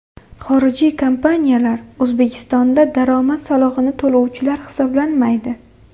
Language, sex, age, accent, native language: Uzbek, female, 18-24, Farg'ona, Uzbek